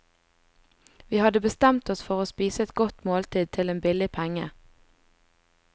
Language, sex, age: Norwegian, female, 20